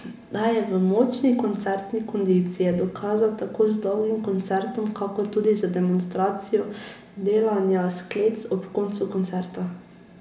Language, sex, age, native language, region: Slovenian, female, 18-29, Slovenian, Drava region